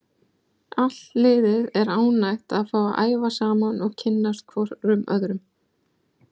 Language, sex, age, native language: Icelandic, female, 40-49, Icelandic